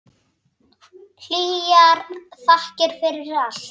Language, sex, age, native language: Icelandic, male, 8, Icelandic